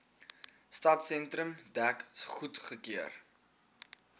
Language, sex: Afrikaans, male